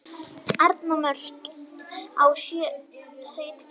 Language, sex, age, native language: Icelandic, female, 18-19, Icelandic